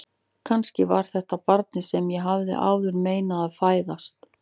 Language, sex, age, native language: Icelandic, female, 40-49, Icelandic